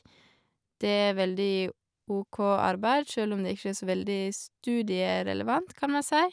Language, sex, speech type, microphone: Norwegian, female, spontaneous, Shure